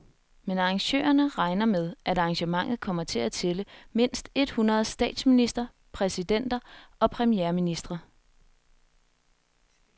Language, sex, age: Danish, female, 21